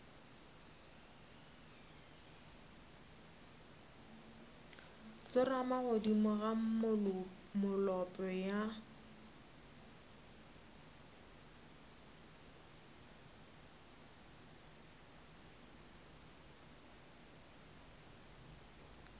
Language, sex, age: Northern Sotho, female, 27